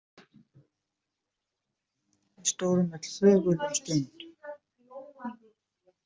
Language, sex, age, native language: Icelandic, male, 20-29, Icelandic